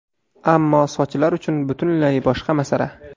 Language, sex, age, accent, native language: Uzbek, male, 18-24, Surxondaryo, Uzbek